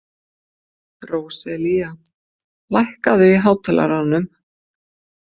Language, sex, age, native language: Icelandic, female, 50-59, Icelandic